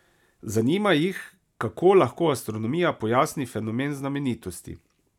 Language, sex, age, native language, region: Slovenian, male, 30-49, Slovenian, Savinja region